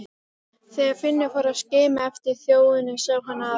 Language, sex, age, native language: Icelandic, female, 12, Icelandic